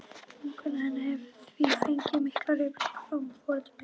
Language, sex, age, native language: Icelandic, female, 12, Icelandic